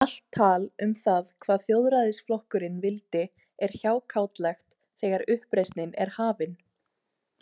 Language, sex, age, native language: Icelandic, female, 18-19, Icelandic